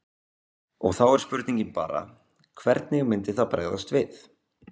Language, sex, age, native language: Icelandic, male, 20-29, Icelandic